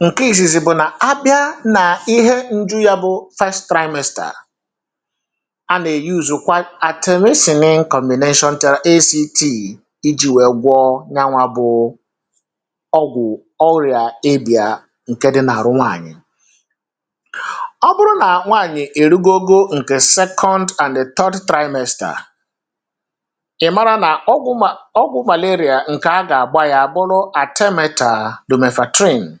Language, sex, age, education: Igbo, male, 30-45, tertiary